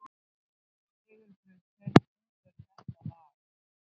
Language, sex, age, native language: Icelandic, male, 13, Icelandic